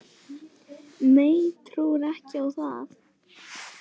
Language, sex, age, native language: Icelandic, female, 20-29, Polish